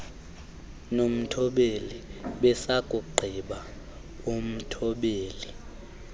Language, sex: Xhosa, male